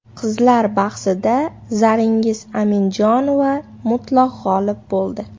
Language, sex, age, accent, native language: Uzbek, female, 18-24, Namangan, Uzbek